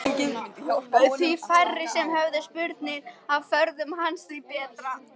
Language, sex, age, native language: Icelandic, female, 13, Icelandic